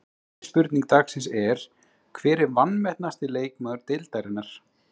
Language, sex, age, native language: Icelandic, male, 30-39, Icelandic